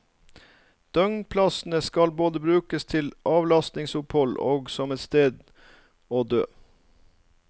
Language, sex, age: Norwegian, male, 39